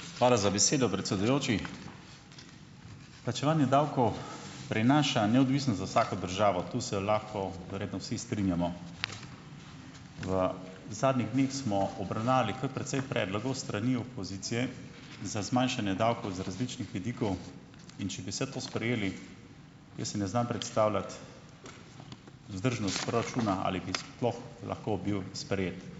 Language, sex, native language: Slovenian, male, Slovenian